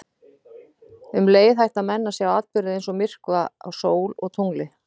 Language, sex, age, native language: Icelandic, female, 40-49, Icelandic